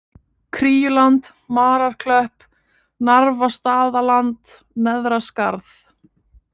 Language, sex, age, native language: Icelandic, female, 20-29, Icelandic